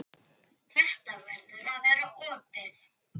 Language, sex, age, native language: Icelandic, female, 10, Icelandic